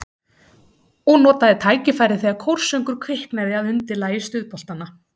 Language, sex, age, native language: Icelandic, female, 30-39, Icelandic